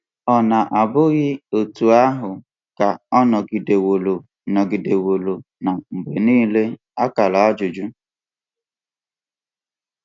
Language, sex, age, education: Igbo, male, 15-29, tertiary